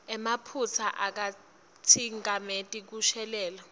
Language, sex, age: Swati, female, 19